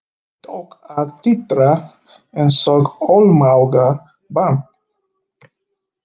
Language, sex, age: Icelandic, male, 50-59